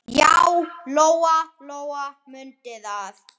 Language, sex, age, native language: Icelandic, male, 10, Icelandic